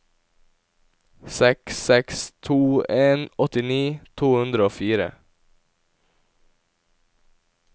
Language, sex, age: Norwegian, male, 17